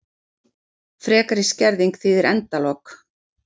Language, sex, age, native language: Icelandic, female, 40-49, Icelandic